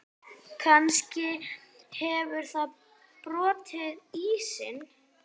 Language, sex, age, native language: Icelandic, female, 8, Icelandic